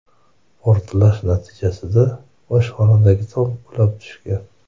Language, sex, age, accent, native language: Uzbek, male, 30-39, Toshkent shahri, Uzbek